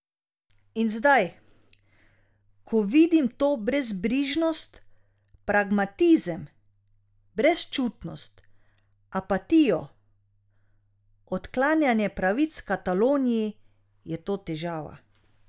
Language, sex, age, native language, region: Slovenian, female, 30-49, Slovenian, Drava region